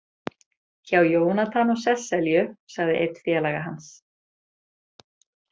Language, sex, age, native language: Icelandic, female, 30-39, Icelandic